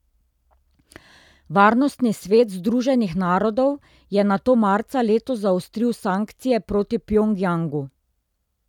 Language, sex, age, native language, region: Slovenian, female, 30-49, Slovenian, Drava region